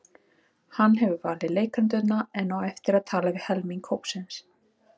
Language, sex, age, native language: Icelandic, female, 30-39, Icelandic